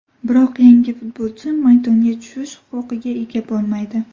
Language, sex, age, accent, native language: Uzbek, female, 18-24, Toshkent viloyati, Uzbek